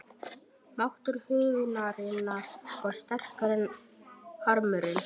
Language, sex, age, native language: Icelandic, male, 11, Icelandic